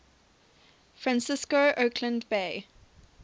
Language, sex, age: English, female, 21